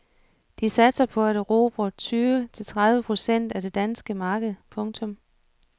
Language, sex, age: Danish, female, 47